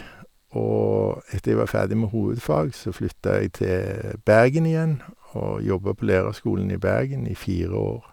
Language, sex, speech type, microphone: Norwegian, male, spontaneous, Sennheiser